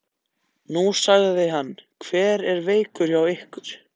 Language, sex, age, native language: Icelandic, other, 14, Icelandic